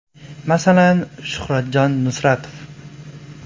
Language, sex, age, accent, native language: Uzbek, male, 18-24, Farg'ona, Uzbek